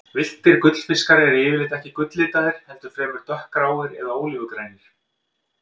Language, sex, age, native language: Icelandic, male, 50-59, Icelandic